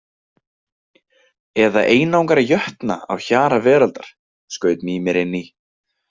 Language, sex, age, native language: Icelandic, male, 20-29, Icelandic